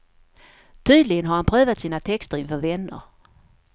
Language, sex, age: Swedish, female, 54